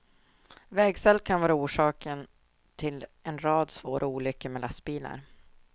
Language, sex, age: Swedish, female, 24